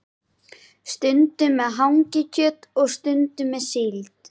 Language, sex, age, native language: Icelandic, female, 11, Icelandic